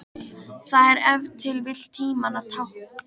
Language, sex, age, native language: Icelandic, female, 13, Icelandic